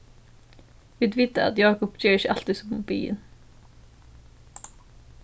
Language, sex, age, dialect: Faroese, female, 15-35, Suðurstreymoy